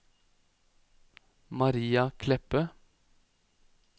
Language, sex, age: Norwegian, male, 28